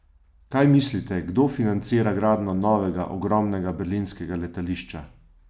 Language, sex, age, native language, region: Slovenian, male, 30-49, Slovenian, Savinja region